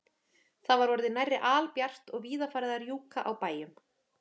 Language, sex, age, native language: Icelandic, female, 30-39, Icelandic